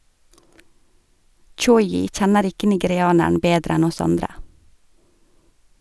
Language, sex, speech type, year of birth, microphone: Norwegian, female, read, 1985, Sennheiser